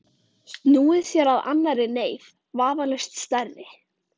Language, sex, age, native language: Icelandic, female, 13, Icelandic